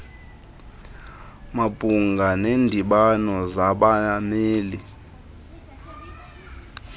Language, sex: Xhosa, male